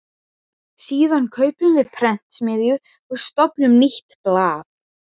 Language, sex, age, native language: Icelandic, female, 12, Icelandic